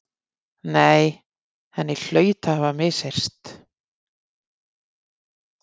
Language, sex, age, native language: Icelandic, female, 50-59, Icelandic